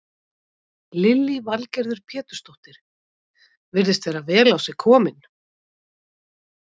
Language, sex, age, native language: Icelandic, female, 50-59, Icelandic